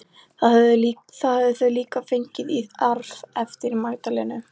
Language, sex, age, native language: Icelandic, female, 11, Icelandic